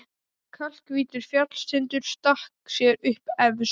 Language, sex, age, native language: Icelandic, male, 12, Icelandic